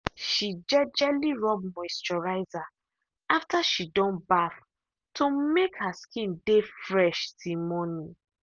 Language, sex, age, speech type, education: Nigerian Pidgin, female, 15-29, spontaneous, tertiary